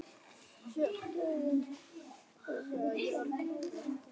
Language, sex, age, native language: Icelandic, male, 9, Icelandic